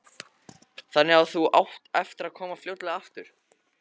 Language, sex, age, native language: Icelandic, male, 14, Icelandic